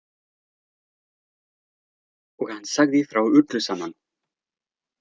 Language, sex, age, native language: Icelandic, male, 30-39, French